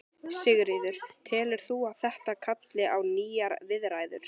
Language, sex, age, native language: Icelandic, female, 14, Icelandic